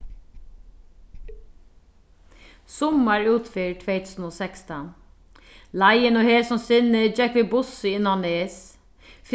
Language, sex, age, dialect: Faroese, female, 36-60, Sandoy